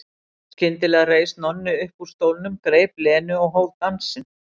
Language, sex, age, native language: Icelandic, female, 60-69, Icelandic